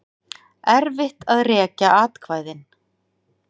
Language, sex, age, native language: Icelandic, female, 40-49, Icelandic